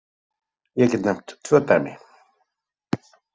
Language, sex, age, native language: Icelandic, male, 30-39, Icelandic